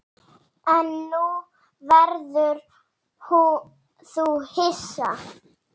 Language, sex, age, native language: Icelandic, female, 7, Icelandic